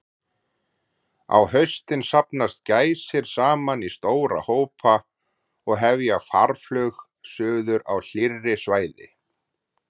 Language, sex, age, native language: Icelandic, male, 40-49, Icelandic